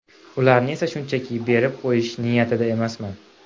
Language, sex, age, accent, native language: Uzbek, male, 18-24, Andijon, Uzbek